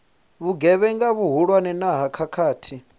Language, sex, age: Venda, male, 25